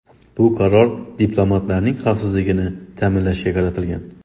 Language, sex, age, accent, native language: Uzbek, male, 25-34, Xorazm, Uzbek